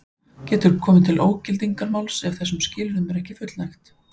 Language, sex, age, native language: Icelandic, male, 15, Icelandic